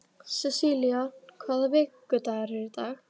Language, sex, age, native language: Icelandic, female, 12, Icelandic